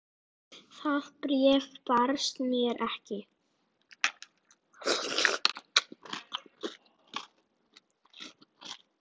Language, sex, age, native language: Icelandic, female, 9, Icelandic